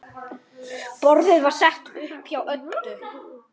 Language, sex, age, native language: Icelandic, male, 9, Icelandic